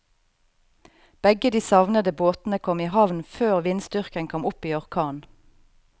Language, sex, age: Norwegian, female, 38